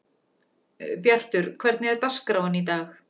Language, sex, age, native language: Icelandic, female, 40-49, Icelandic